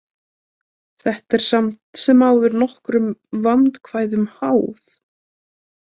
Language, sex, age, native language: Icelandic, female, 20-29, Icelandic